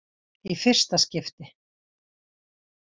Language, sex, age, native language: Icelandic, female, 60-69, Icelandic